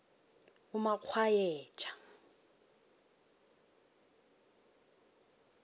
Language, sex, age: South Ndebele, female, 18